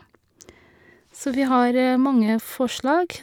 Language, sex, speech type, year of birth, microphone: Norwegian, female, spontaneous, 1982, Shure